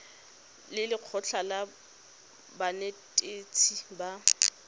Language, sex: Tswana, female